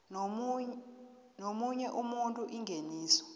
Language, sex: South Ndebele, female